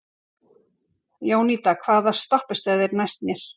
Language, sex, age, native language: Icelandic, female, 40-49, Icelandic